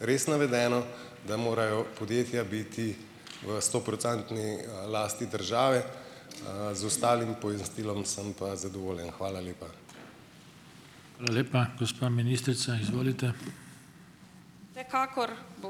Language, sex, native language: Slovenian, male, Slovenian